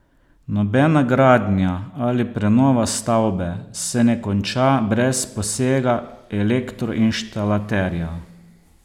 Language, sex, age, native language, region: Slovenian, male, 50-59, Slovenian, Posavska region